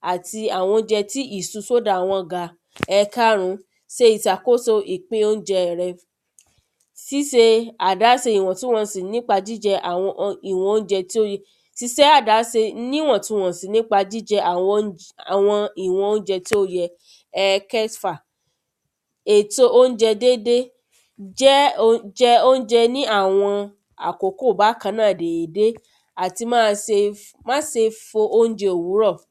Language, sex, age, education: Yoruba, female, 30-45, tertiary